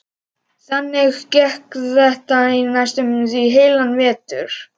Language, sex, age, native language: Icelandic, male, 11, Icelandic